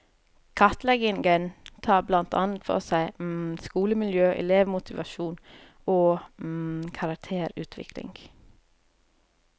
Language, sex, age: Norwegian, female, 30